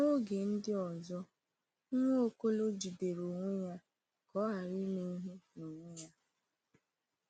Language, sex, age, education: Igbo, female, 15-29, tertiary